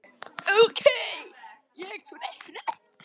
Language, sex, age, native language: Icelandic, male, 10, Icelandic